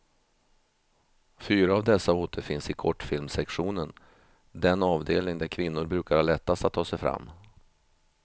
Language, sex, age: Swedish, male, 50